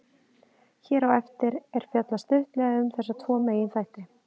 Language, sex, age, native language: Icelandic, female, 30-39, Icelandic